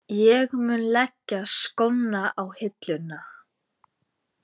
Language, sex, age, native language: Icelandic, female, 20-29, Icelandic